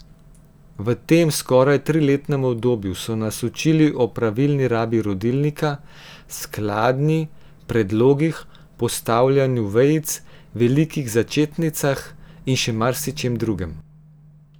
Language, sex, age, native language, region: Slovenian, female, 18-29, Slovenian, Gorenjska region